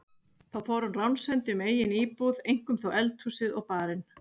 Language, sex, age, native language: Icelandic, female, 40-49, Icelandic